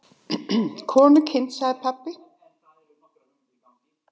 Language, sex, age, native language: Icelandic, female, 70-79, Icelandic